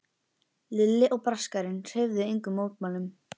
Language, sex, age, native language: Icelandic, female, 11, Icelandic